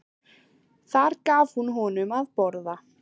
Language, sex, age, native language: Icelandic, female, 15, Icelandic